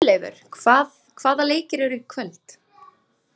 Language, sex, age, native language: Icelandic, female, 30-39, Icelandic